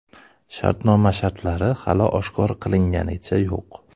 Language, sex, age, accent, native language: Uzbek, male, 25-34, Toshkent shahri, Uzbek